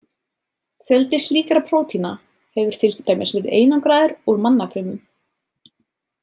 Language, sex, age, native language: Icelandic, female, 30-39, Icelandic